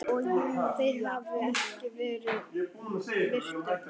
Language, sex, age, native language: Icelandic, male, 10, Icelandic